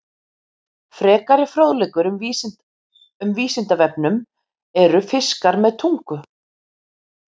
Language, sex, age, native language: Icelandic, female, 50-59, Icelandic